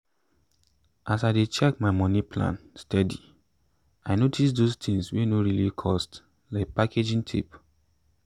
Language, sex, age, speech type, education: Nigerian Pidgin, male, 15-29, spontaneous, tertiary